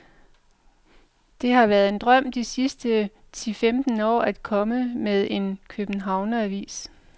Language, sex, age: Danish, female, 45